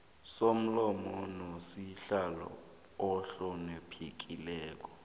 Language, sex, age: South Ndebele, male, 18